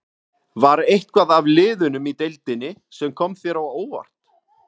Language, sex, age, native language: Icelandic, male, 30-39, Icelandic